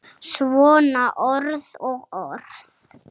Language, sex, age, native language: Icelandic, female, 7, Icelandic